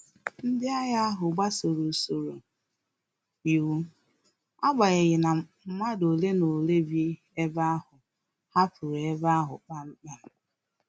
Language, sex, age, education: Igbo, female, 15-29, tertiary